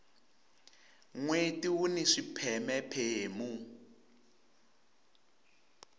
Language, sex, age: Tsonga, male, 23